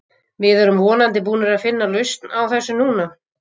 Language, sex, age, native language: Icelandic, female, 50-59, Icelandic